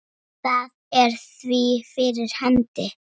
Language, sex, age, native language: Icelandic, female, 7, Icelandic